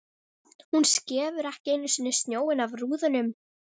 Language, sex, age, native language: Icelandic, female, 13, Icelandic